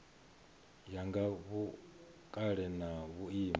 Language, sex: Venda, male